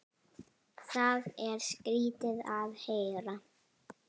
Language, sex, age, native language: Icelandic, female, 10, Icelandic